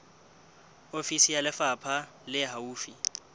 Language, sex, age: Southern Sotho, male, 21